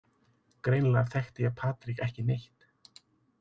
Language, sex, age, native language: Icelandic, male, 30-39, Icelandic